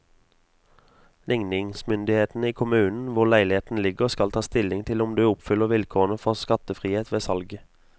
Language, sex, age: Norwegian, male, 22